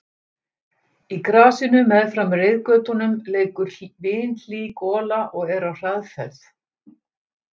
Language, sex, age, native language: Icelandic, female, 60-69, Icelandic